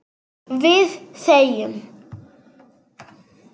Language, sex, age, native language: Icelandic, female, 9, Serbo-Croatian